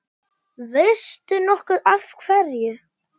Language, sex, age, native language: Icelandic, male, 9, Icelandic